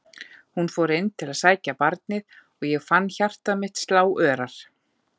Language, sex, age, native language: Icelandic, female, 40-49, Icelandic